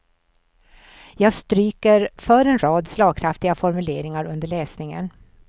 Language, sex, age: Swedish, female, 64